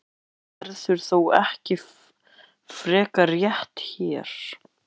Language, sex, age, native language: Icelandic, male, 11, Icelandic